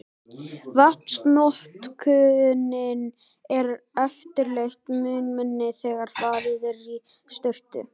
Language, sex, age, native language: Icelandic, male, 18-19, Icelandic